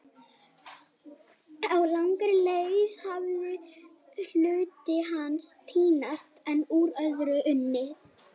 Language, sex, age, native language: Icelandic, female, 18-19, Icelandic